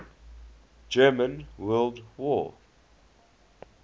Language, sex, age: English, male, 20